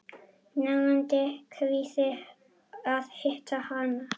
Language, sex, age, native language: Icelandic, female, 9, Icelandic